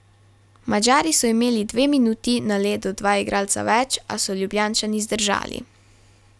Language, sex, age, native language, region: Slovenian, female, 12-17, Slovenian, Carinthia region